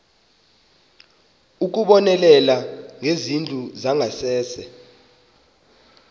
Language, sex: Xhosa, male